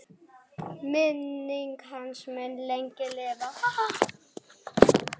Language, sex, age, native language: Icelandic, female, 9, Icelandic